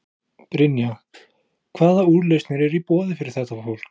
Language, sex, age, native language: Icelandic, male, 20-29, Icelandic